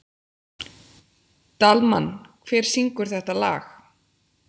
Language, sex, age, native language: Icelandic, female, 30-39, Icelandic